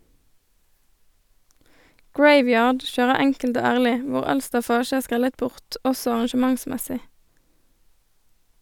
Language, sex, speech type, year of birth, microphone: Norwegian, female, read, 1988, Sennheiser